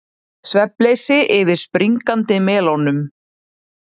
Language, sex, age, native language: Icelandic, female, 30-39, Icelandic